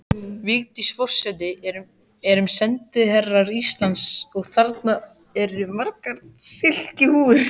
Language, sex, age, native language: Icelandic, male, 14, Icelandic